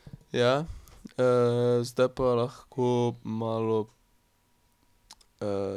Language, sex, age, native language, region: Slovenian, male, 18-29, Slovenian, Drava region